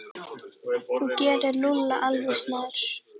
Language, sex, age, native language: Icelandic, female, 10, Icelandic